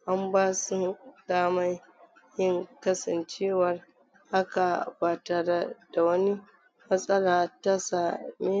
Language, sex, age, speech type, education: Hausa, female, 46-60, spontaneous, tertiary